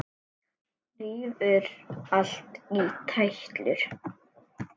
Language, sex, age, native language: Icelandic, male, 7, Icelandic